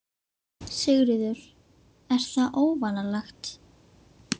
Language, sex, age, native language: Icelandic, female, 11, Icelandic